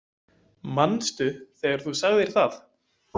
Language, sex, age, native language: Icelandic, male, 20-29, Icelandic